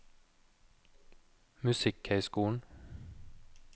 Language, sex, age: Norwegian, male, 29